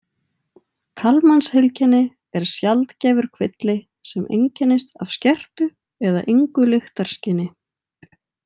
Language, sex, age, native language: Icelandic, female, 20-29, Icelandic